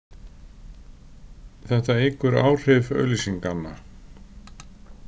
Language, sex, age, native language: Icelandic, male, 60-69, Icelandic